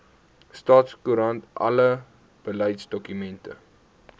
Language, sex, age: Afrikaans, male, 18